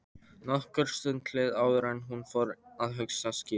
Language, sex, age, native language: Icelandic, male, 13, Polish